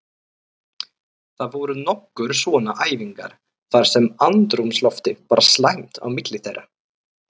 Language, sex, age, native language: Icelandic, male, 30-39, Icelandic